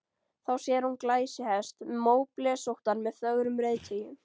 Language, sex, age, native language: Icelandic, female, 13, Icelandic